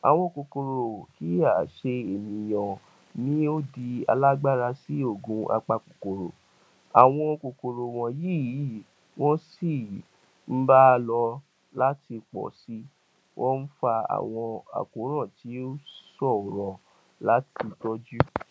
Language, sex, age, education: Yoruba, male, 46-60, tertiary